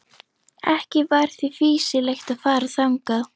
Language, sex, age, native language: Icelandic, female, 11, Icelandic